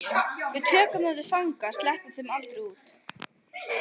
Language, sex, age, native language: Icelandic, female, 12, Icelandic